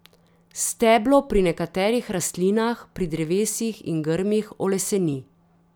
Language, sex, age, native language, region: Slovenian, female, 30-49, Slovenian, Drava region